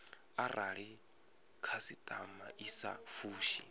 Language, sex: Venda, male